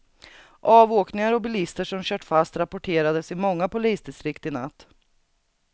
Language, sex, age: Swedish, female, 39